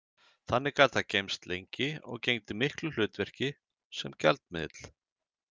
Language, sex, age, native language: Icelandic, male, 30-39, Icelandic